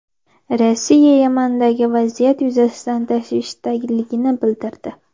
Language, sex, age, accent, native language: Uzbek, female, 12-17, Andijon, Uzbek